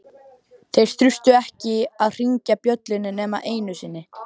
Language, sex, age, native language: Icelandic, male, 12, Icelandic